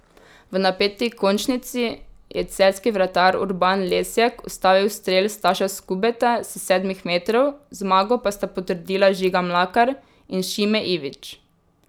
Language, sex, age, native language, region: Slovenian, female, 18-29, Slovenian, Drava region